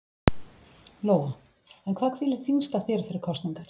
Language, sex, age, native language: Icelandic, female, 40-49, Icelandic